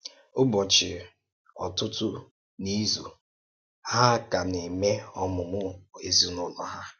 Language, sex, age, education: Igbo, male, 30-45, tertiary